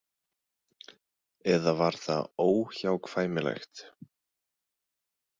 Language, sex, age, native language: Icelandic, male, 20-29, Icelandic